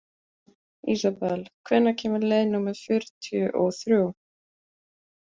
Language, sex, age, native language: Icelandic, female, 20-29, Icelandic